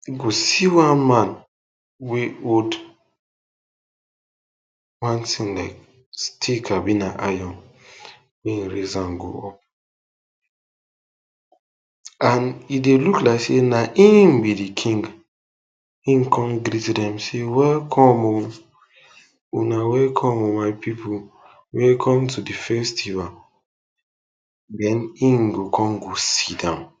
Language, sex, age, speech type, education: Nigerian Pidgin, male, 15-29, spontaneous, tertiary